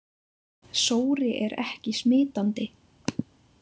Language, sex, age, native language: Icelandic, female, 20-29, Icelandic